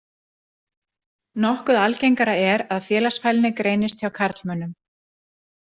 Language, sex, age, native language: Icelandic, female, 40-49, Icelandic